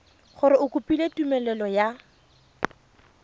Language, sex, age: Tswana, female, 31